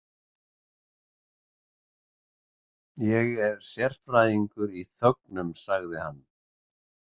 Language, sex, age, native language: Icelandic, male, 60-69, Icelandic